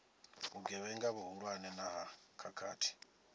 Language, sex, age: Venda, male, 27